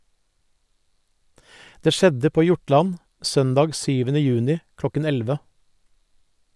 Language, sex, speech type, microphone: Norwegian, male, read, Sennheiser